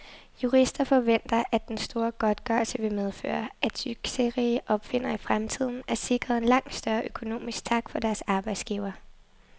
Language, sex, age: Danish, female, 23